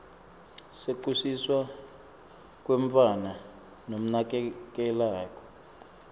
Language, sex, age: Swati, male, 24